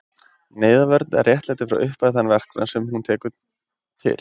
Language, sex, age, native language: Icelandic, male, 20-29, Icelandic